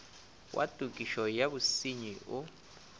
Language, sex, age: Northern Sotho, male, 25